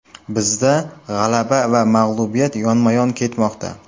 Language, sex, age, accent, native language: Uzbek, male, 18-24, Samarqand, Uzbek